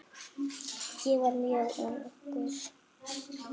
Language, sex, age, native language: Icelandic, female, 8, Icelandic